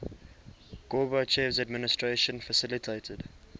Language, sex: English, male